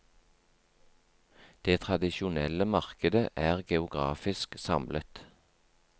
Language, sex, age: Norwegian, male, 43